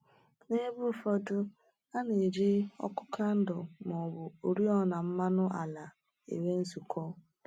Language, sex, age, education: Igbo, female, 15-29, tertiary